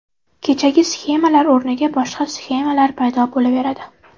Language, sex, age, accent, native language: Uzbek, female, 18-24, Toshkent viloyati, Uzbek